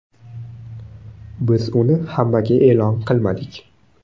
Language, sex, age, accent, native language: Uzbek, male, 19-29, Buxoro, Uzbek